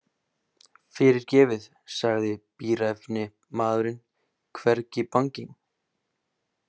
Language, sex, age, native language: Icelandic, male, 20-29, Icelandic